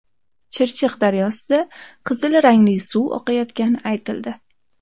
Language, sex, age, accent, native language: Uzbek, female, 19-29, Samarqand, Uzbek